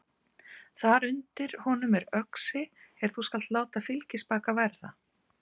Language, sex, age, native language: Icelandic, female, 50-59, Icelandic